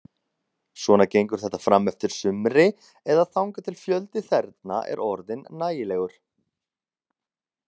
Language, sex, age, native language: Icelandic, male, 30-39, Icelandic